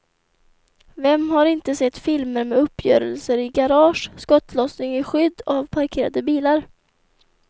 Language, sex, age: Swedish, female, 24